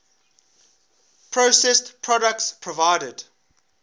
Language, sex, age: English, male, 21